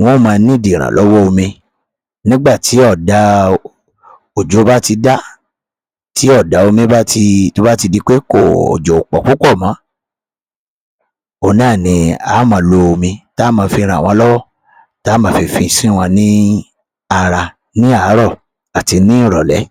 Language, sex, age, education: Yoruba, male, 30-45, tertiary